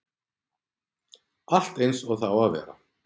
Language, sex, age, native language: Icelandic, male, 40-49, Icelandic